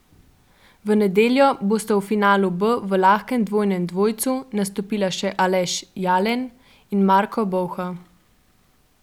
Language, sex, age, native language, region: Slovenian, female, 12-17, Slovenian, Central Slovenia